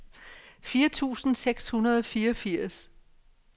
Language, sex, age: Danish, female, 57